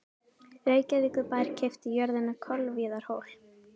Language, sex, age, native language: Icelandic, female, 18-19, Icelandic